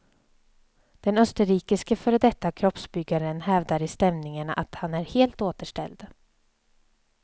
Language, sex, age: Swedish, female, 27